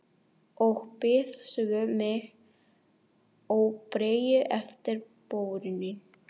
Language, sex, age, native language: Icelandic, female, 40-49, Spanish